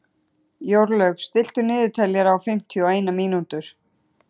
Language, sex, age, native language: Icelandic, male, 13, Icelandic